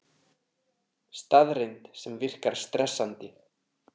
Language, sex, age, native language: Icelandic, male, 30-39, Icelandic